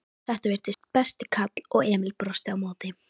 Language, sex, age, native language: Icelandic, female, 13, Icelandic